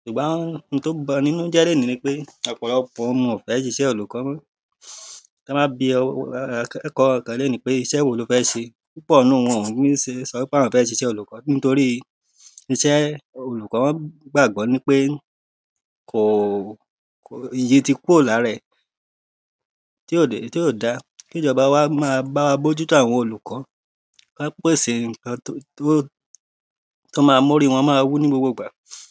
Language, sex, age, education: Yoruba, male, 30-45, primary